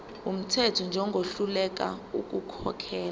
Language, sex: Zulu, female